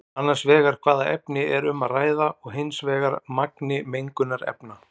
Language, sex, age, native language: Icelandic, male, 40-49, Icelandic